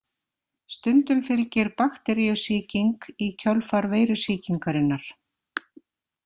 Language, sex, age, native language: Icelandic, female, 50-59, Icelandic